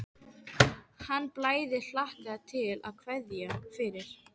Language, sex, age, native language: Icelandic, female, 12, Icelandic